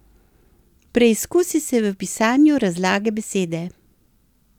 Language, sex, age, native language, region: Slovenian, female, 60+, Slovenian, Central Slovenia